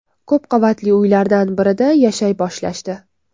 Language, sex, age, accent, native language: Uzbek, female, under 19, Toshkent viloyati, Uzbek